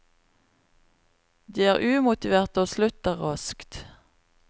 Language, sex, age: Norwegian, female, 36